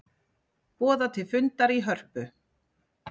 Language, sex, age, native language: Icelandic, female, 40-49, Icelandic